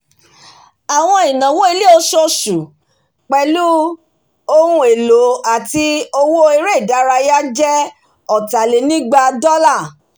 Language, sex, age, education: Yoruba, female, 46-60, tertiary